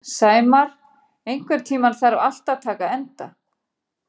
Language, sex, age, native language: Icelandic, female, 40-49, Icelandic